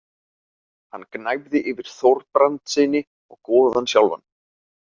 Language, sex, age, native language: Icelandic, male, 30-39, Icelandic